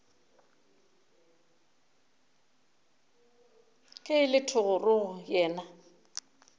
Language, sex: Northern Sotho, female